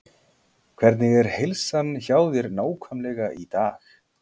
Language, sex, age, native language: Icelandic, male, 40-49, Icelandic